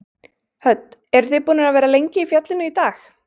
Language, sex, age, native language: Icelandic, female, 20-29, Icelandic